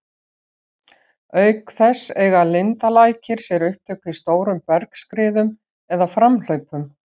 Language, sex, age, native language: Icelandic, female, 60-69, Icelandic